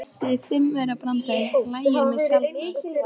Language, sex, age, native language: Icelandic, female, 20-29, Icelandic